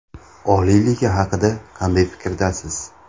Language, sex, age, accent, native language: Uzbek, male, 19-29, Samarqand, Uzbek